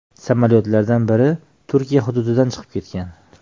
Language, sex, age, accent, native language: Uzbek, male, 35+, Toshkent shahri, Uzbek